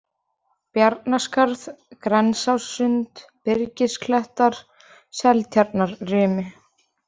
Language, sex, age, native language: Icelandic, female, 20-29, Icelandic